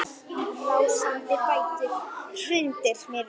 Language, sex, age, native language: Icelandic, female, 9, Icelandic